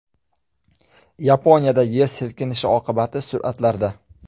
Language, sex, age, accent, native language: Uzbek, male, 25-34, Jizzax, Uzbek